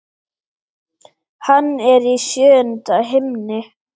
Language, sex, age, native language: Icelandic, male, 8, Icelandic